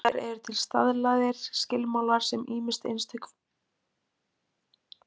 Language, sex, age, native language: Icelandic, female, 20-29, Icelandic